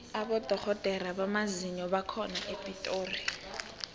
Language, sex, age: South Ndebele, female, 18